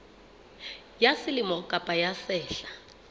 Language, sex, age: Southern Sotho, female, 29